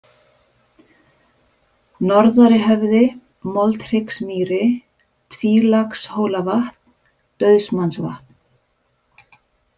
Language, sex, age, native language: Icelandic, female, 50-59, Icelandic